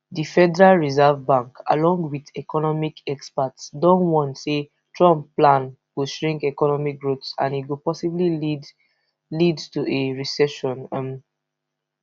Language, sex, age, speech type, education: Nigerian Pidgin, female, 15-29, spontaneous, tertiary